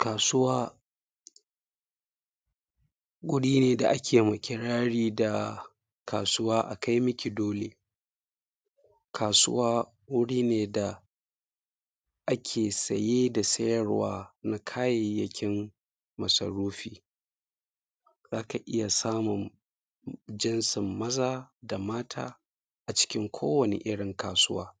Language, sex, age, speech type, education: Hausa, male, 30-45, spontaneous, secondary